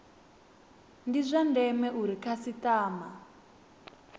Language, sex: Venda, female